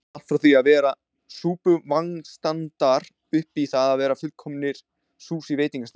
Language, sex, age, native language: Icelandic, male, 20-29, Icelandic